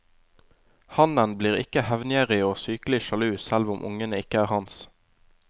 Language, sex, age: Norwegian, male, 20